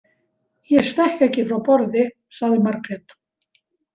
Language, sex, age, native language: Icelandic, female, 70-79, Icelandic